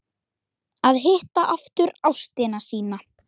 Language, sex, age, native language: Icelandic, male, 10, Icelandic